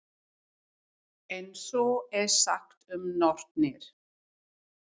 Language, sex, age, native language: Icelandic, female, 50-59, English